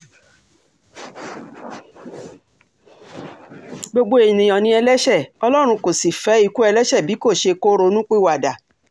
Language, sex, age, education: Yoruba, female, 60+, tertiary